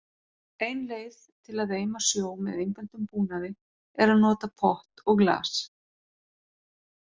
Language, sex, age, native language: Icelandic, female, 40-49, Icelandic